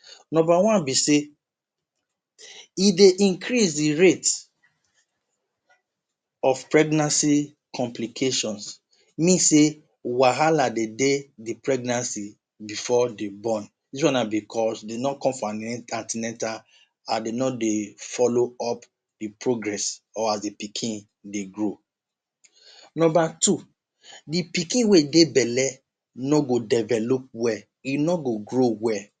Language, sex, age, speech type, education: Nigerian Pidgin, male, 30-45, spontaneous, tertiary